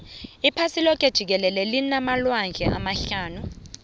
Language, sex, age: South Ndebele, female, 22